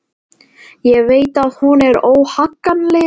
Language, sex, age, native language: Icelandic, male, 12, Latvian